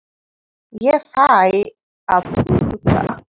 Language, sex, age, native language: Icelandic, female, 9, Icelandic